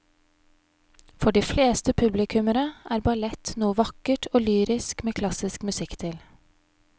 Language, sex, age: Norwegian, female, 31